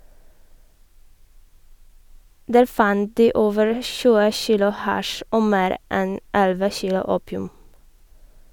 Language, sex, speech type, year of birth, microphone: Norwegian, female, read, 1987, Sennheiser